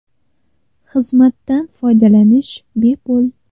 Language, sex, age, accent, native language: Uzbek, female, 18-24, Namangan, Uzbek